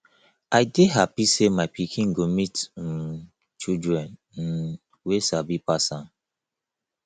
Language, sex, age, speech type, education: Nigerian Pidgin, male, 30-45, spontaneous, tertiary